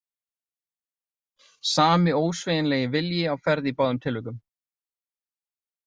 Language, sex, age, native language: Icelandic, male, 30-39, Icelandic